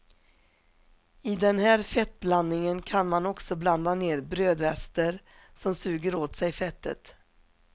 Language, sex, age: Swedish, female, 47